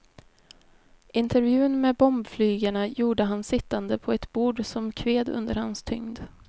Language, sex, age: Swedish, female, 20